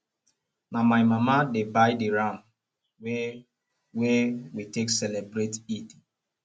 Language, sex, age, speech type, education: Nigerian Pidgin, male, 15-29, spontaneous, tertiary